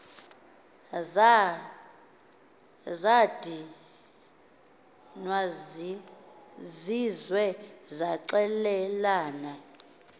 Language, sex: Xhosa, female